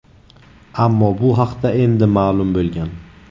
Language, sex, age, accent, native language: Uzbek, male, 18-24, Navoiy, Uzbek